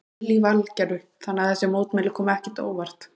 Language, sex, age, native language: Icelandic, male, 18-19, Icelandic